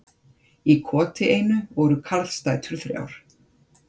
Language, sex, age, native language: Icelandic, female, 50-59, Icelandic